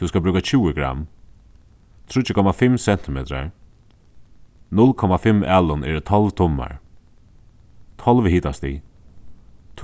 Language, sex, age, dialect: Faroese, male, 15-35, Suðuroy